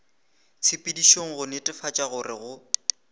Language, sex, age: Northern Sotho, male, 18